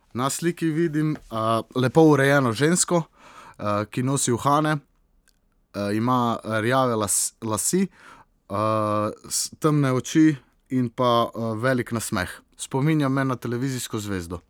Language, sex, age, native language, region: Slovenian, male, 18-29, Slovenian, Southeast Slovenia